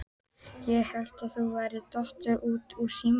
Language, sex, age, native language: Icelandic, female, 12, Icelandic